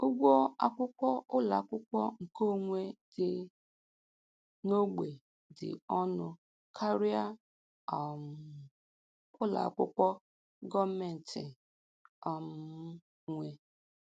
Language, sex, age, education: Igbo, female, 15-29, tertiary